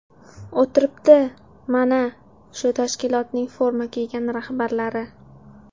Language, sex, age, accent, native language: Uzbek, female, 19-29, Samarqand, Uzbek